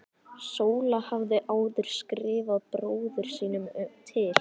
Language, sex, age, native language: Icelandic, male, 11, Icelandic